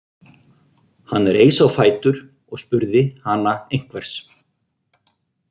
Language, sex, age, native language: Icelandic, male, 50-59, Icelandic